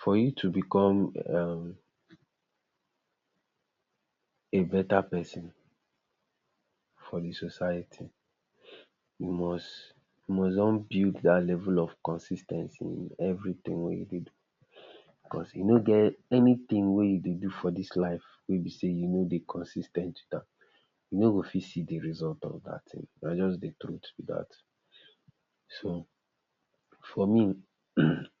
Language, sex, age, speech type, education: Nigerian Pidgin, male, 60+, spontaneous, tertiary